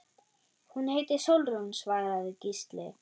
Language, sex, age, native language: Icelandic, female, 9, German